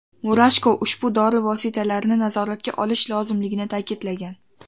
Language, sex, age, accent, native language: Uzbek, female, 12-17, Toshkent shahri, Uzbek